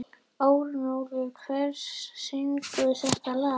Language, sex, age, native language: Icelandic, female, 11, Icelandic